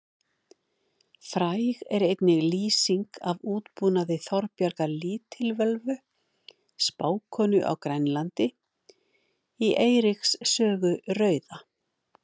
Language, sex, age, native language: Icelandic, female, 50-59, Icelandic